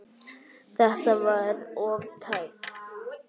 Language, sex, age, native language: Icelandic, male, 8, Icelandic